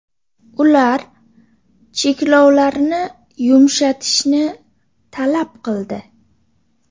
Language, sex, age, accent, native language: Uzbek, female, 25-34, Toshkent shahri, Uzbek